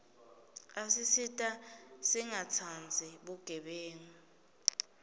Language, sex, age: Swati, female, 19